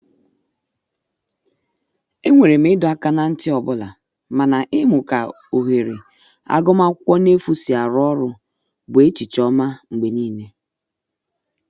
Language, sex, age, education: Igbo, male, 15-29, secondary